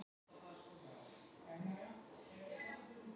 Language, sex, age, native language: Icelandic, female, 50-59, Icelandic